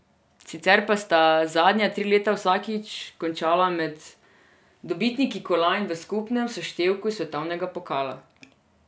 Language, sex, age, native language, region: Slovenian, female, 18-29, Serbian, Drava region